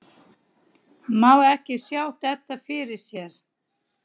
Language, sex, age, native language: Icelandic, female, 30-39, Icelandic